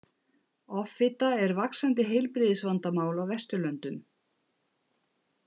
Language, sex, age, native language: Icelandic, female, 50-59, Icelandic